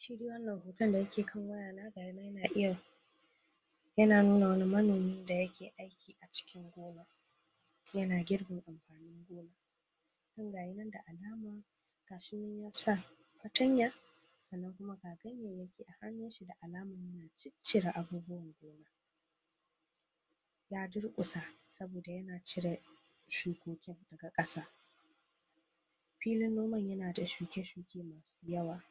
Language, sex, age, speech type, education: Hausa, female, 46-60, spontaneous, tertiary